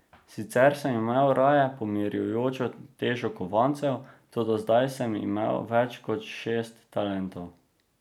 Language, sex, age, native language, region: Slovenian, male, 18-29, Slovenian, Drava region